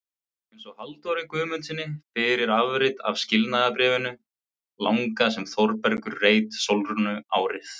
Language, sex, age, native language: Icelandic, male, 20-29, Icelandic